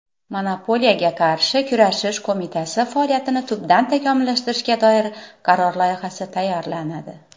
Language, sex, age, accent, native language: Uzbek, female, 40-49, Xorazm, Uzbek